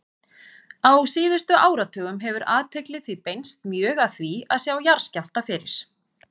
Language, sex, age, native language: Icelandic, female, 40-49, Icelandic